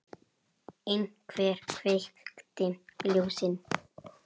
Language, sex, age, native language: Icelandic, male, 8, Icelandic